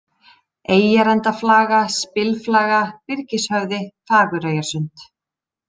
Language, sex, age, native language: Icelandic, female, 30-39, Icelandic